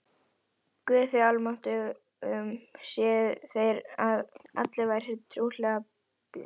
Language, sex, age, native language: Icelandic, female, 11, Icelandic